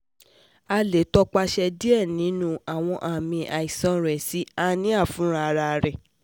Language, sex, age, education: Yoruba, female, 15-29, tertiary